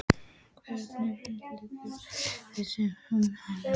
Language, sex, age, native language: Icelandic, male, 12, Icelandic